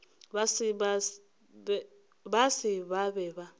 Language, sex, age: Northern Sotho, female, 21